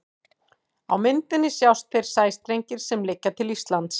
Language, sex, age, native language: Icelandic, female, 40-49, Icelandic